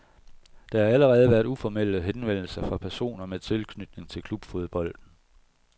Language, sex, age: Danish, male, 41